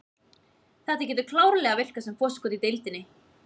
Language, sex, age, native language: Icelandic, female, 20-29, Icelandic